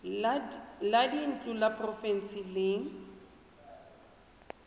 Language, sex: Tswana, female